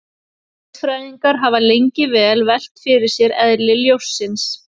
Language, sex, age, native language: Icelandic, female, 30-39, Icelandic